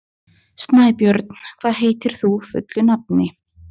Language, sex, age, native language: Icelandic, female, 20-29, Icelandic